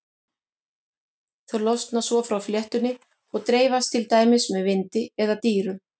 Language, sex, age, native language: Icelandic, female, 50-59, Icelandic